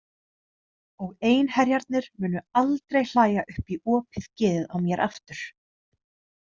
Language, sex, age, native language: Icelandic, female, 30-39, Icelandic